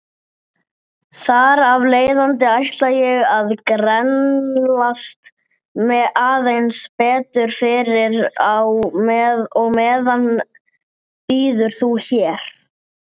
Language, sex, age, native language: Icelandic, male, 8, Icelandic